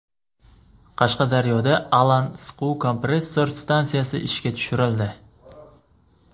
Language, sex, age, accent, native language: Uzbek, male, 18-24, Sirdaryo, Uzbek